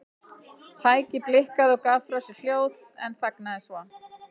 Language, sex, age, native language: Icelandic, female, 40-49, Icelandic